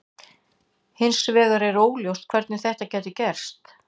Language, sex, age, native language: Icelandic, female, 60-69, Icelandic